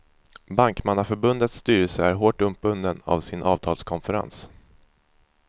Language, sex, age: Swedish, male, 24